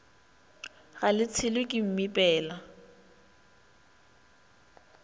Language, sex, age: Northern Sotho, female, 21